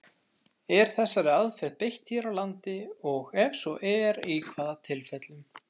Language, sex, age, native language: Icelandic, male, 30-39, Icelandic